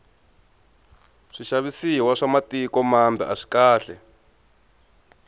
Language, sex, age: Tsonga, male, 23